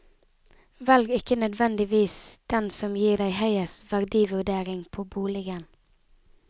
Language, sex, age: Norwegian, female, 19